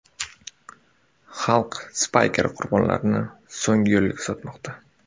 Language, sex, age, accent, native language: Uzbek, male, 18-24, Surxondaryo, Uzbek